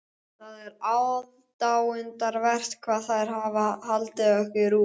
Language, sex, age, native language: Icelandic, male, 12, Icelandic